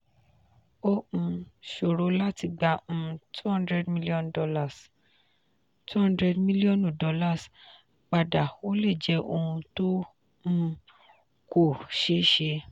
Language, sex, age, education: Yoruba, female, 15-29, tertiary